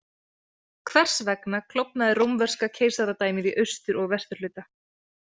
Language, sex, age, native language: Icelandic, female, 30-39, Icelandic